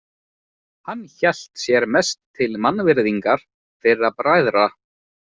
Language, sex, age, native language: Icelandic, male, 20-29, Icelandic